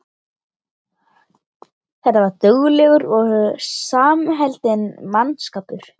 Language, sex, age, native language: Icelandic, other, 13, Icelandic